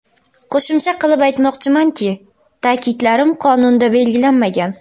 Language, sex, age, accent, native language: Uzbek, female, 19-29, Xorazm, Uzbek